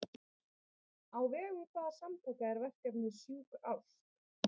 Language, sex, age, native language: Icelandic, female, 30-39, Icelandic